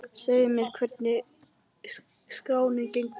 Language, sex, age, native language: Icelandic, male, 11, Icelandic